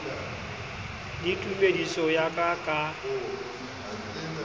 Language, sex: Southern Sotho, male